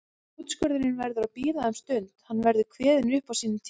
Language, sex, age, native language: Icelandic, female, 30-39, Icelandic